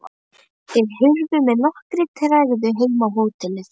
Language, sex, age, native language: Icelandic, female, 11, Icelandic